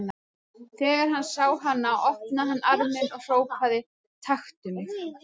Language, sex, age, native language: Icelandic, female, 30-39, Icelandic